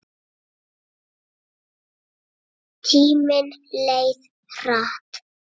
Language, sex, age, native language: Icelandic, male, 8, Icelandic